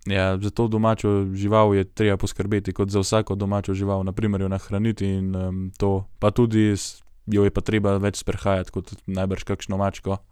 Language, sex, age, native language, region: Slovenian, male, 18-29, Slovenian, Gorenjska region